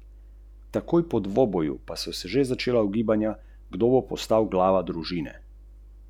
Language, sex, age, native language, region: Slovenian, male, 30-49, Slovenian, Central Slovenia